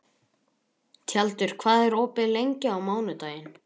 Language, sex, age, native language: Icelandic, male, 11, Icelandic